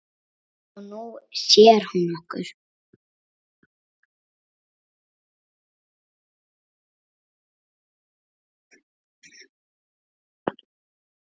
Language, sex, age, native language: Icelandic, female, 7, Icelandic